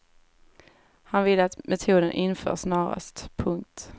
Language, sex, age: Swedish, female, 18